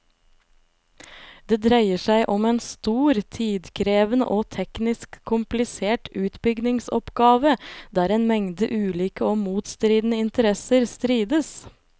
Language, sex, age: Norwegian, female, 25